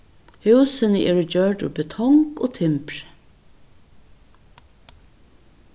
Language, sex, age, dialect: Faroese, female, 61+, Vágar